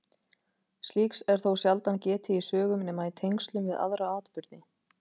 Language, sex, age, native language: Icelandic, female, 30-39, Icelandic